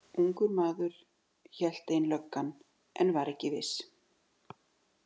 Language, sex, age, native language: Icelandic, female, 60-69, Icelandic